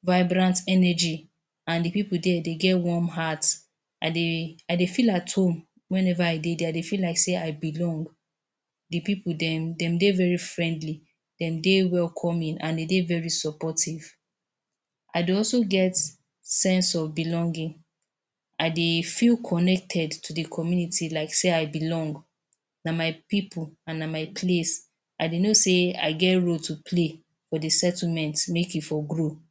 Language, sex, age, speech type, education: Nigerian Pidgin, female, 30-45, spontaneous, tertiary